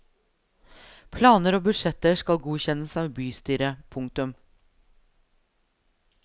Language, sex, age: Norwegian, female, 42